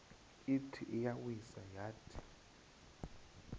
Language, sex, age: Xhosa, male, 26